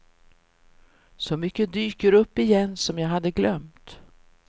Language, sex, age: Swedish, female, 64